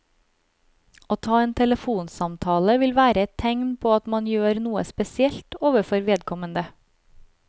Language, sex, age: Norwegian, female, 36